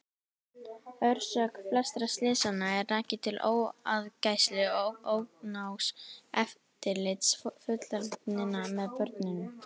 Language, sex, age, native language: Icelandic, female, 18-19, Icelandic